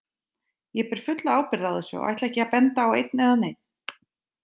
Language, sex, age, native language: Icelandic, female, 30-39, Icelandic